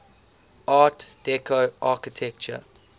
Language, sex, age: English, male, 18